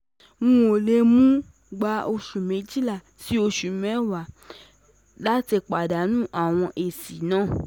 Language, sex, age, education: Yoruba, female, 15-29, tertiary